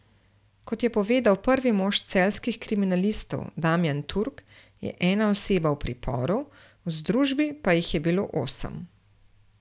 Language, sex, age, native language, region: Slovenian, female, 30-49, Slovenian, Central Slovenia